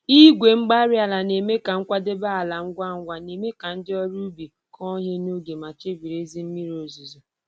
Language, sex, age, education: Igbo, female, 15-29, tertiary